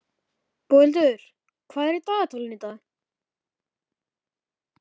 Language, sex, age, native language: Icelandic, male, 13, Icelandic